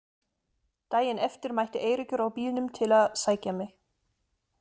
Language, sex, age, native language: Icelandic, female, 30-39, German